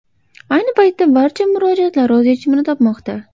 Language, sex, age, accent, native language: Uzbek, female, under 19, Toshkent shahri, Uzbek